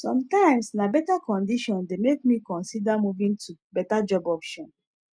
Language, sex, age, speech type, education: Nigerian Pidgin, female, 15-29, spontaneous, tertiary